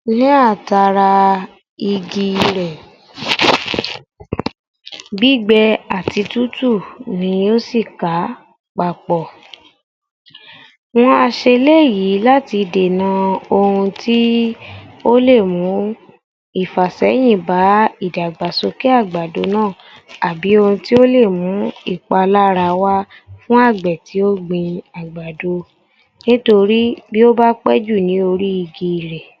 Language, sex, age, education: Yoruba, female, 30-45, tertiary